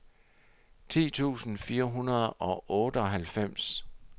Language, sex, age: Danish, male, 60